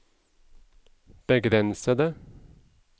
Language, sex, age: Norwegian, male, 37